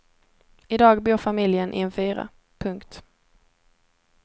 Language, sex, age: Swedish, female, 17